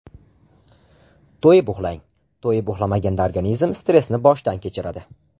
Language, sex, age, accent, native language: Uzbek, male, under 19, Farg'ona, Uzbek